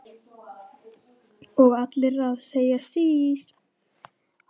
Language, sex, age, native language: Icelandic, male, 10, Icelandic